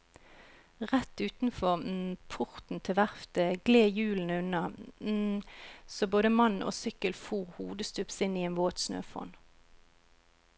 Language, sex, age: Norwegian, female, 41